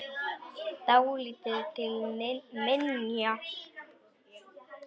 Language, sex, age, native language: Icelandic, male, 10, Polish